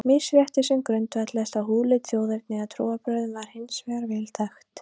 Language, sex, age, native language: Icelandic, female, 30-39, Icelandic